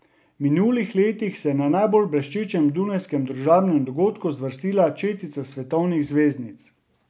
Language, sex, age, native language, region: Slovenian, male, 30-49, Slovenian, Drava region